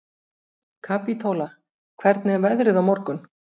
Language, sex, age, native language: Icelandic, female, 40-49, Icelandic